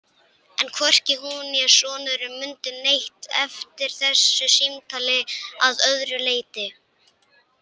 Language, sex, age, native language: Icelandic, male, 18-19, Icelandic